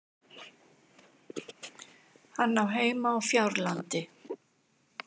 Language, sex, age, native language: Icelandic, female, 60-69, Icelandic